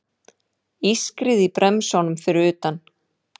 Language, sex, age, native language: Icelandic, female, 40-49, Icelandic